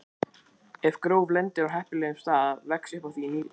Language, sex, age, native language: Icelandic, male, 20-29, Icelandic